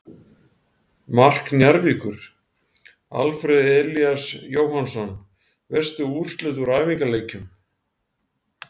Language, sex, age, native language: Icelandic, male, 40-49, Icelandic